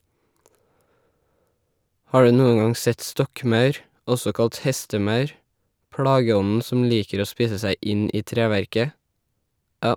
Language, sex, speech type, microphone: Norwegian, male, read, Shure